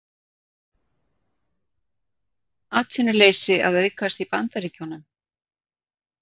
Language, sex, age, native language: Icelandic, female, 60-69, Icelandic